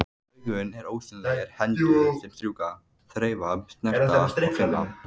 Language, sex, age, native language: Icelandic, male, 14, Icelandic